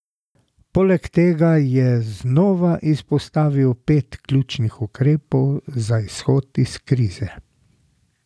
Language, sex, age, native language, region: Slovenian, male, 60+, Slovenian, Drava region